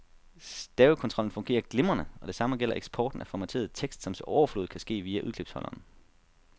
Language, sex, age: Danish, male, 32